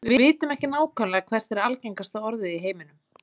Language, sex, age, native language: Icelandic, female, 30-39, Icelandic